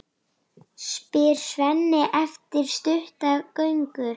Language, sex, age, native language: Icelandic, female, 9, Icelandic